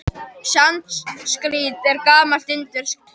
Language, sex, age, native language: Icelandic, male, 21, Icelandic